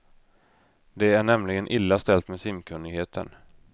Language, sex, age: Swedish, male, 32